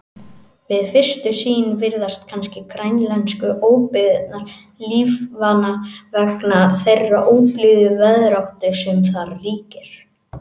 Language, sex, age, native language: Icelandic, male, 18-19, Icelandic